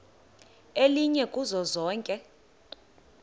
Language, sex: Xhosa, female